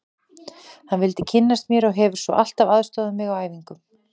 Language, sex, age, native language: Icelandic, female, 40-49, Icelandic